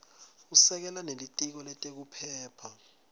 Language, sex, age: Swati, male, 20